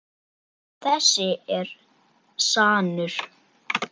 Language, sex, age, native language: Icelandic, male, 10, Icelandic